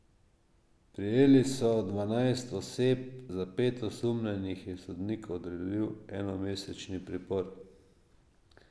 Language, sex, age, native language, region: Slovenian, male, 50-59, Slovenian, Drava region